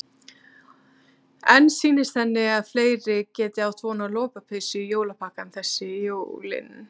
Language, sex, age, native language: Icelandic, female, 30-39, Icelandic